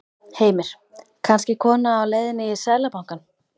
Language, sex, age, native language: Icelandic, female, 13, Icelandic